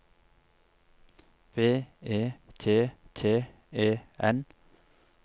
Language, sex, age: Norwegian, male, 47